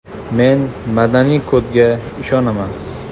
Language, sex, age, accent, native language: Uzbek, male, 19-29, Andijon, Uzbek